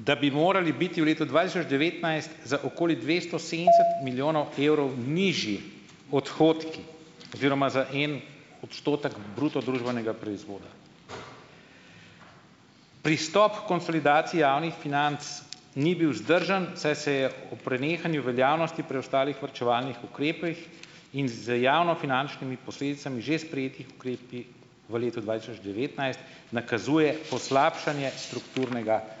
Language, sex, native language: Slovenian, male, Slovenian